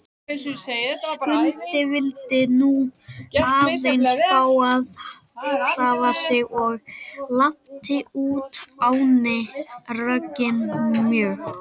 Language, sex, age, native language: Icelandic, male, 18-19, Icelandic